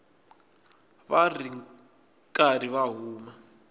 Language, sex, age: Tsonga, male, 24